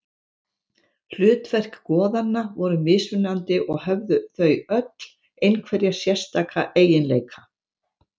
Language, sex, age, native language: Icelandic, female, 70-79, Icelandic